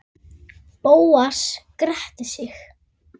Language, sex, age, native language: Icelandic, female, 9, Icelandic